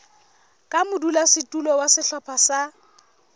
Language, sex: Southern Sotho, female